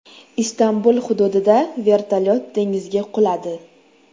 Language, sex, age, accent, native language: Uzbek, female, 19-29, Toshkent shahri, Uzbek